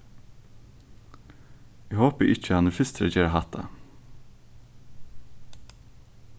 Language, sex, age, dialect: Faroese, male, 15-35, Suðurstreymoy